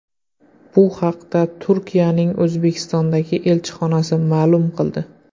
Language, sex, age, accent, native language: Uzbek, male, 25-34, Qoraqalpog'iston, Uzbek